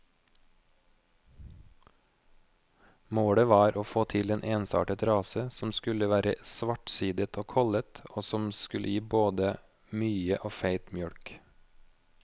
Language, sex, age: Norwegian, male, 29